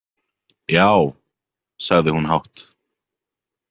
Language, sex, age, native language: Icelandic, male, 18-19, Icelandic